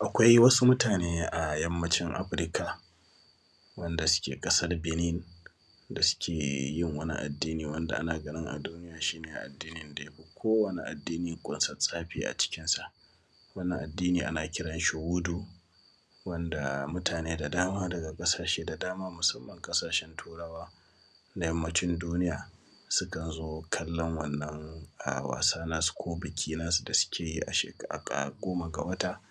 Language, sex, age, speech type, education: Hausa, male, 15-29, spontaneous, primary